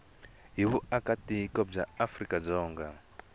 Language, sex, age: Tsonga, male, 22